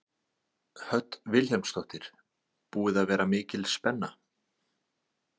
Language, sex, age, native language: Icelandic, male, 40-49, Icelandic